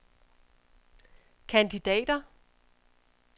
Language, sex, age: Danish, female, 31